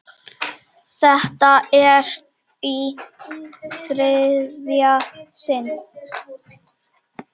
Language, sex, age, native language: Icelandic, male, 8, Czech